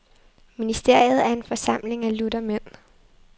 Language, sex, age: Danish, female, 23